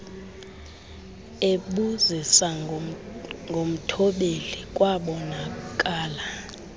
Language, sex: Xhosa, female